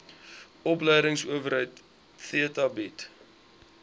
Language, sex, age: Afrikaans, male, 20